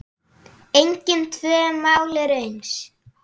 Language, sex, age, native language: Icelandic, female, 9, Icelandic